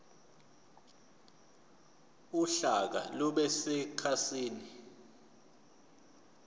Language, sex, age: Zulu, male, 29